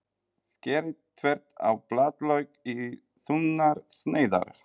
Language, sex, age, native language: Icelandic, male, 40-49, Polish